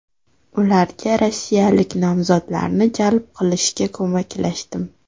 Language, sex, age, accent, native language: Uzbek, female, 18-24, Toshkent shahri, Uzbek